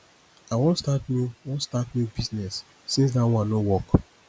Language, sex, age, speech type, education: Nigerian Pidgin, male, 30-45, spontaneous, tertiary